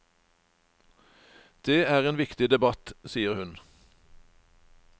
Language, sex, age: Norwegian, male, 49